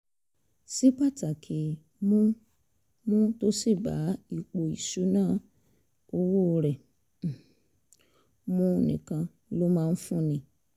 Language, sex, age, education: Yoruba, female, 30-45, tertiary